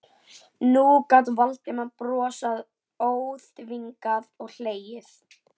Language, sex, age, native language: Icelandic, female, 11, Icelandic